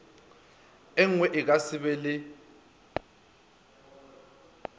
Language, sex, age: Northern Sotho, male, 23